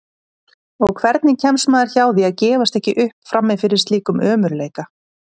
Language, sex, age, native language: Icelandic, female, 30-39, Icelandic